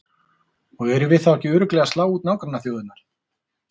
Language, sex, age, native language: Icelandic, male, 40-49, Icelandic